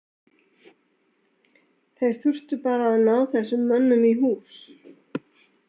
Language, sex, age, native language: Icelandic, female, 60-69, Icelandic